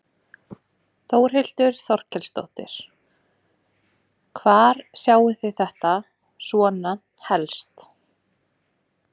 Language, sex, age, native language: Icelandic, female, 20-29, Icelandic